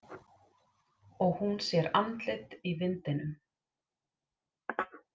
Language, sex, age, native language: Icelandic, female, 30-39, Icelandic